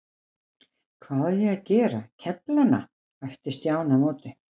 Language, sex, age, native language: Icelandic, female, 60-69, Icelandic